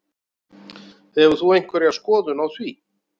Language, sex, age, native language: Icelandic, male, 40-49, Icelandic